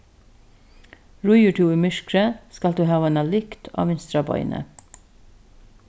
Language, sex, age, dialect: Faroese, female, 36-60, Norðurstreymoy/Eysturoy